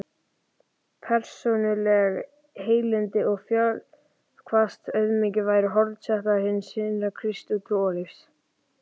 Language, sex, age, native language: Icelandic, male, 11, Icelandic